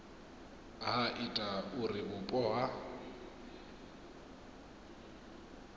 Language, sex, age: Venda, male, 22